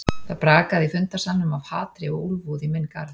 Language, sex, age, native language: Icelandic, female, 40-49, Icelandic